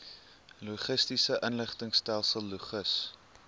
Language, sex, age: Afrikaans, male, 19